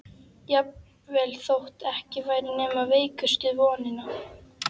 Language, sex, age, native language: Icelandic, female, 11, Icelandic